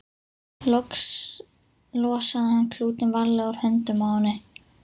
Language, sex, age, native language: Icelandic, female, 11, Icelandic